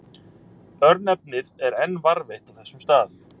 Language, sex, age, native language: Icelandic, male, 30-39, Icelandic